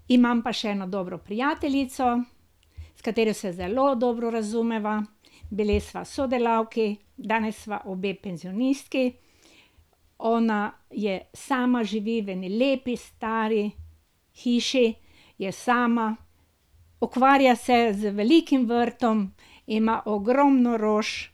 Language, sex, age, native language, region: Slovenian, female, 60+, Slovenian, Drava region